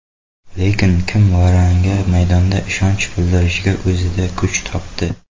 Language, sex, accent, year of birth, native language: Uzbek, male, Xorazm, 2002, Uzbek